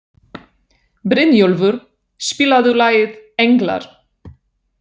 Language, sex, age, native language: Icelandic, female, 30-39, Polish